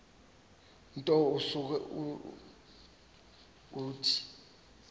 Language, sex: Xhosa, male